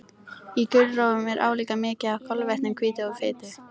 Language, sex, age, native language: Icelandic, female, 13, Icelandic